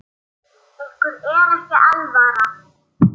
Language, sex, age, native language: Icelandic, male, 8, Icelandic